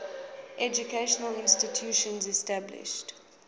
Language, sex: English, female